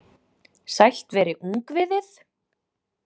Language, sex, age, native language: Icelandic, female, 20-29, Icelandic